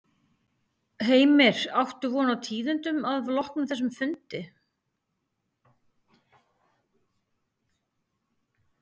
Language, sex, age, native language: Icelandic, female, 50-59, Icelandic